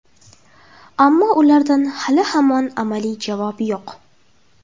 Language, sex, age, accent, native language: Uzbek, female, under 19, Toshkent shahri, Uzbek